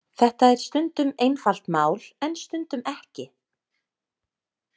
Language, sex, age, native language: Icelandic, female, 30-39, Icelandic